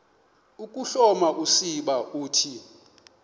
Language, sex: Xhosa, male